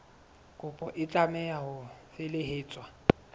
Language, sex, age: Southern Sotho, male, 22